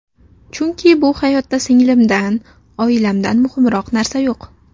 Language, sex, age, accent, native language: Uzbek, female, 19-29, Navoiy, Uzbek